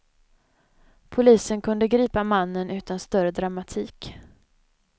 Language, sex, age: Swedish, female, 25